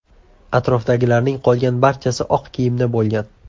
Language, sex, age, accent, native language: Uzbek, male, 18-24, Andijon, Uzbek